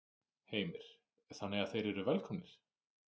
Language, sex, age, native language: Icelandic, male, 30-39, Icelandic